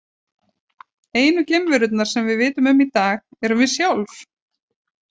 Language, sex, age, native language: Icelandic, female, 40-49, Icelandic